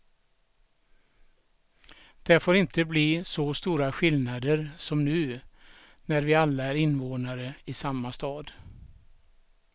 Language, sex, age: Swedish, male, 67